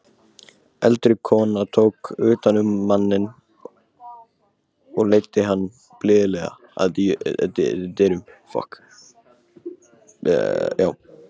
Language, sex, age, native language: Icelandic, male, 18-19, Icelandic